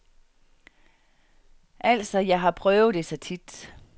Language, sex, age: Danish, female, 49